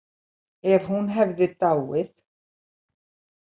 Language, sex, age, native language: Icelandic, female, 70-79, Icelandic